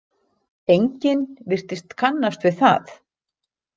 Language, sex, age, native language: Icelandic, female, 60-69, Icelandic